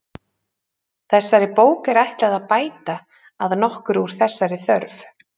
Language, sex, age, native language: Icelandic, female, 30-39, Icelandic